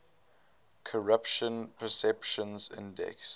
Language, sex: English, male